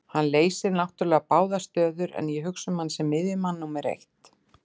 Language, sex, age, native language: Icelandic, female, 60-69, Icelandic